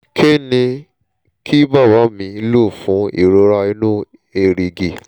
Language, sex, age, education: Yoruba, male, 15-29, tertiary